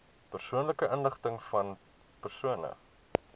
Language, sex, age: Afrikaans, male, 23